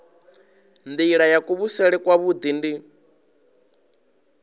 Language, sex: Venda, male